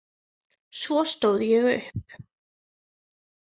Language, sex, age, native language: Icelandic, female, 20-29, Icelandic